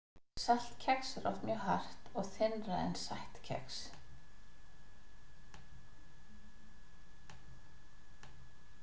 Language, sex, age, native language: Icelandic, female, 50-59, Icelandic